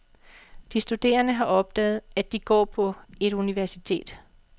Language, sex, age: Danish, female, 45